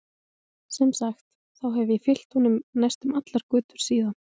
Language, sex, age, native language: Icelandic, female, 20-29, Icelandic